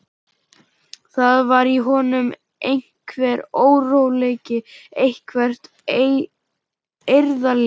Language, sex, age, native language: Icelandic, male, 11, Icelandic